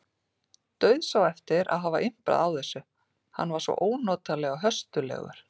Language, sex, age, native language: Icelandic, female, 40-49, Icelandic